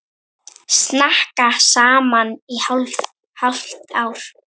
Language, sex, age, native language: Icelandic, female, 9, Icelandic